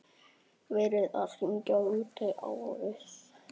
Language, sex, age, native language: Icelandic, male, 9, Icelandic